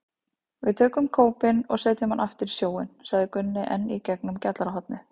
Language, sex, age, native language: Icelandic, female, 30-39, Icelandic